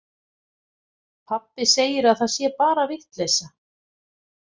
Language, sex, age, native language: Icelandic, female, 50-59, Icelandic